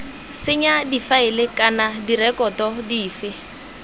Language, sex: Tswana, female